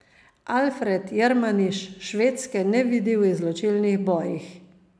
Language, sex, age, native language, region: Slovenian, female, 50-59, Slovenian, Savinja region